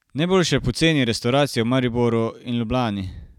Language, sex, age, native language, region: Slovenian, male, 18-29, Slovenian, Carinthia region